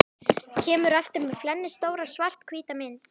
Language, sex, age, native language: Icelandic, female, 11, Icelandic